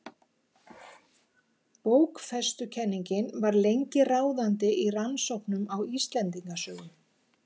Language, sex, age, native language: Icelandic, female, 50-59, Icelandic